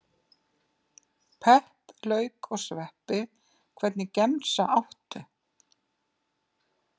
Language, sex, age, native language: Icelandic, female, 50-59, Icelandic